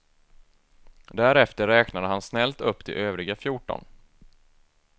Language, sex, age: Swedish, male, 24